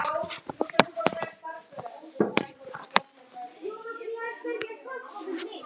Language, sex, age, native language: Icelandic, male, 9, Icelandic